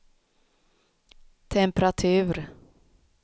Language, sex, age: Swedish, female, 36